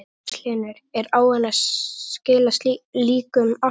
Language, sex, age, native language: Icelandic, male, 11, Icelandic